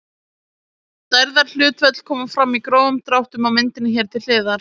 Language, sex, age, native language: Icelandic, female, 20-29, Icelandic